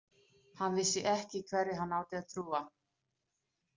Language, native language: Icelandic, Danish